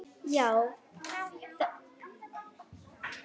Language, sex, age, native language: Icelandic, female, 8, Icelandic